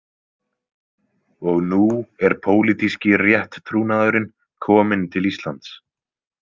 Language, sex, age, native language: Icelandic, male, 20-29, Icelandic